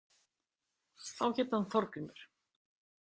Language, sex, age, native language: Icelandic, female, 60-69, Icelandic